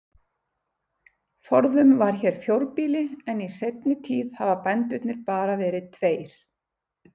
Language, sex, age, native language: Icelandic, female, 50-59, Icelandic